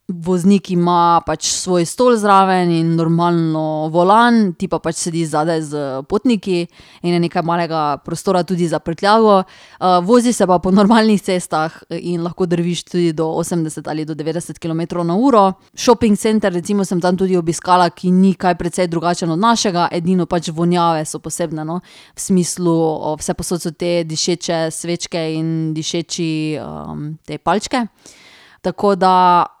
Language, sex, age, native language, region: Slovenian, female, 30-49, Slovenian, Drava region